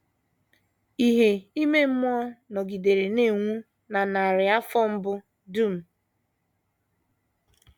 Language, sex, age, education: Igbo, female, 15-29, tertiary